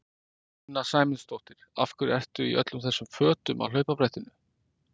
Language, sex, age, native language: Icelandic, male, 50-59, Icelandic